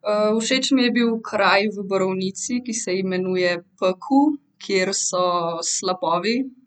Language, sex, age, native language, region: Slovenian, female, 18-29, Slovenian, Central Slovenia